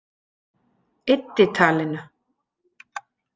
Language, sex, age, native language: Icelandic, female, 40-49, Icelandic